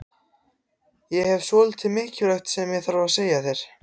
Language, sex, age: Icelandic, other, 14